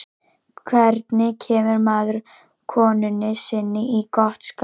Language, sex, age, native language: Icelandic, female, 18-19, Icelandic